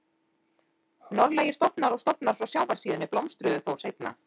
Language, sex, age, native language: Icelandic, female, 40-49, Icelandic